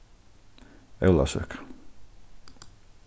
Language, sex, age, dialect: Faroese, male, 15-35, Norðurstreymoy/Eysturoy